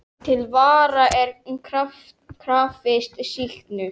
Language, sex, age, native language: Icelandic, male, 10, Icelandic